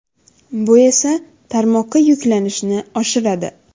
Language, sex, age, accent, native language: Uzbek, female, 19-29, Xorazm, Uzbek